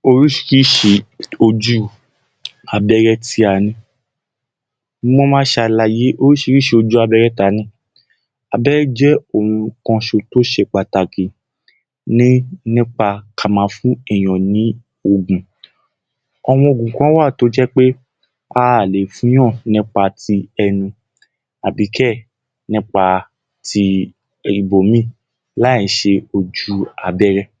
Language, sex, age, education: Yoruba, male, 15-29, tertiary